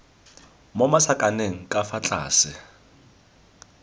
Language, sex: Tswana, male